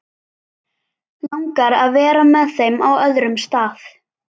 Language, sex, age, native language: Icelandic, female, 11, Icelandic